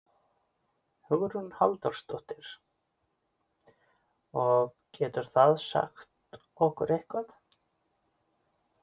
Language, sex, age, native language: Icelandic, male, 40-49, Icelandic